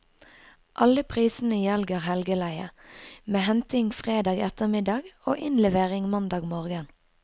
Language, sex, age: Norwegian, female, 22